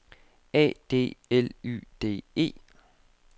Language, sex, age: Danish, male, 25